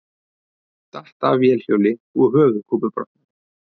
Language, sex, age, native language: Icelandic, male, 30-39, Icelandic